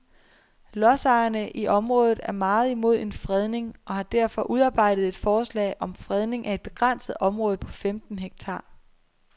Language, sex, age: Danish, female, 23